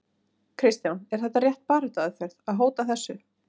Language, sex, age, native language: Icelandic, female, 30-39, Icelandic